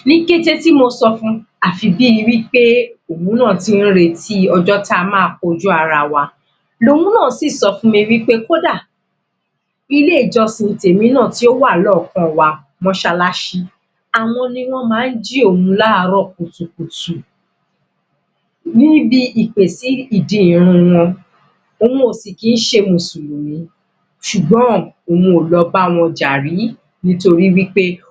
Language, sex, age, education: Yoruba, female, 15-29, tertiary